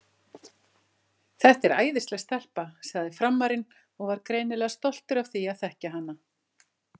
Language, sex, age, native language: Icelandic, female, 50-59, Icelandic